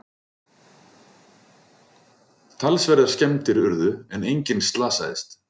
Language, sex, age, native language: Icelandic, male, 40-49, Icelandic